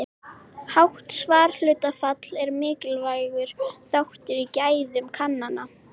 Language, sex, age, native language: Icelandic, female, 18-19, Icelandic